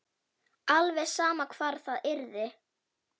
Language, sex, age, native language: Icelandic, female, 9, Icelandic